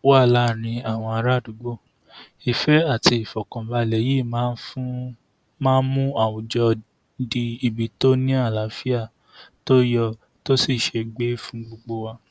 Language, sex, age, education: Yoruba, male, 46-60, tertiary